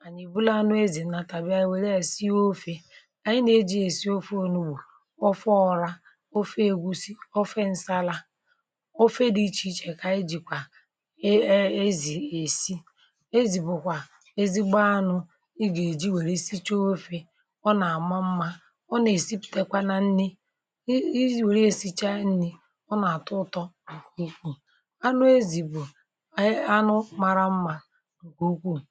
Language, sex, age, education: Igbo, male, 30-45, tertiary